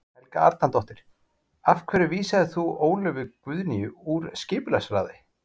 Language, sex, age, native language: Icelandic, male, 40-49, Icelandic